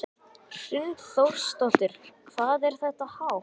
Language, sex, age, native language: Icelandic, male, 11, Icelandic